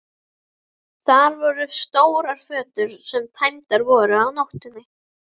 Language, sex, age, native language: Icelandic, female, 11, Icelandic